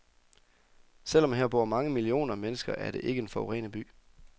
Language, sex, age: Danish, male, 24